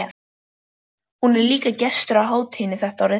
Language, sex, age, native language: Icelandic, female, 12, Icelandic